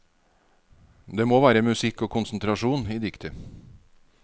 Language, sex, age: Norwegian, male, 49